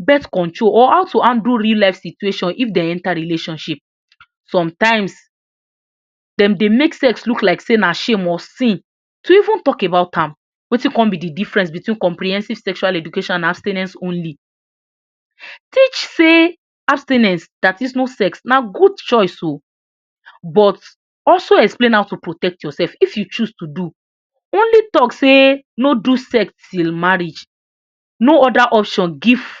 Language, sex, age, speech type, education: Nigerian Pidgin, female, 46-60, spontaneous, tertiary